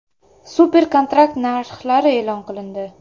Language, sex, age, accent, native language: Uzbek, female, under 19, Namangan, Uzbek